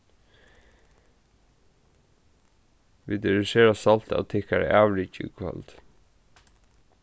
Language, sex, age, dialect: Faroese, male, 15-35, Norðurstreymoy/Eysturoy